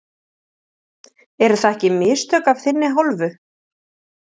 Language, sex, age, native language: Icelandic, female, 30-39, Icelandic